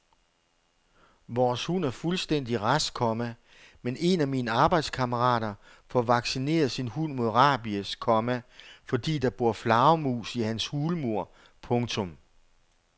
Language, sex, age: Danish, male, 48